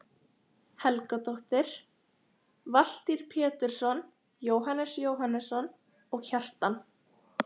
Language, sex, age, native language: Icelandic, female, 13, Icelandic